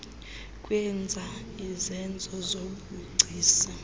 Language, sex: Xhosa, female